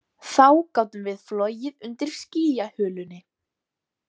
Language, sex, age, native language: Icelandic, female, 18-19, Icelandic